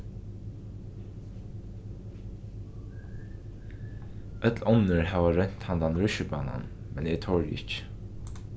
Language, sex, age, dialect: Faroese, male, 15-35, Norðuroyggjar